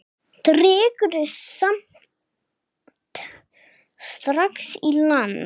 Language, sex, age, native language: Icelandic, female, 6, English